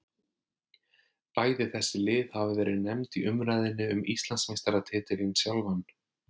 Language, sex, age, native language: Icelandic, male, 30-39, Icelandic